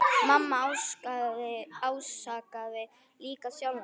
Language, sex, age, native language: Icelandic, male, 8, Icelandic